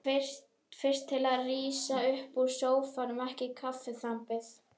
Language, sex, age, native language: Icelandic, female, 11, Icelandic